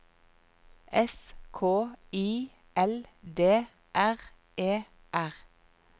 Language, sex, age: Norwegian, female, 46